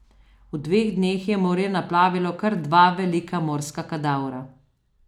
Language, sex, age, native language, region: Slovenian, female, 50-59, Slovenian, Southeast Slovenia